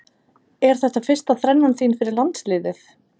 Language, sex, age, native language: Icelandic, female, 30-39, Icelandic